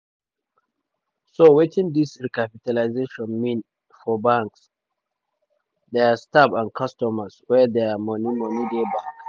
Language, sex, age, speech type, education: Nigerian Pidgin, male, 30-45, spontaneous, tertiary